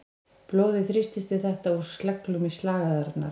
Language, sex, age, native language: Icelandic, female, 20-29, Icelandic